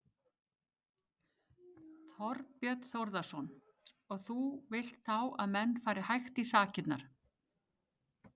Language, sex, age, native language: Icelandic, female, 50-59, Icelandic